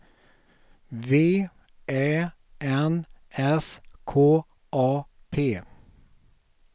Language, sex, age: Swedish, male, 48